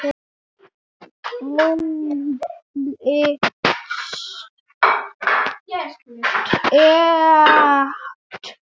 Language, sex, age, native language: Icelandic, male, 7, Icelandic